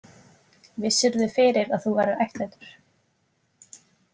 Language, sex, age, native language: Icelandic, female, 20-29, Icelandic